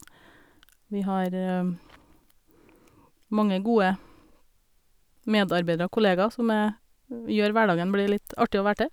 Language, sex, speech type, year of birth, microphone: Norwegian, female, spontaneous, 1972, Sennheiser